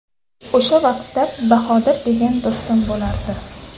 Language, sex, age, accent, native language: Uzbek, female, 18-24, Andijon, Uzbek